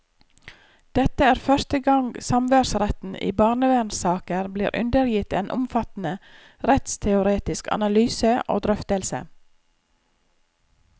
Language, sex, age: Norwegian, female, 34